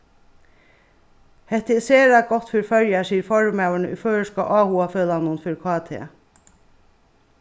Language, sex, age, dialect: Faroese, female, 36-60, Suðurstreymoy